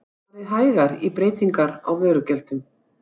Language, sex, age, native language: Icelandic, female, 60-69, Icelandic